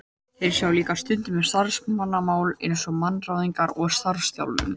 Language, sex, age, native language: Icelandic, male, 18-19, Icelandic